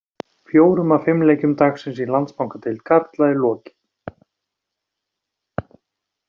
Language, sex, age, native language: Icelandic, male, 40-49, Icelandic